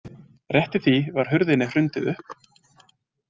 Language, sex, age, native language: Icelandic, male, 20-29, Icelandic